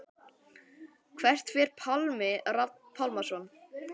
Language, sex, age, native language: Icelandic, male, 11, Icelandic